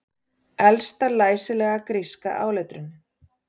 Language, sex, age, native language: Icelandic, female, 40-49, Icelandic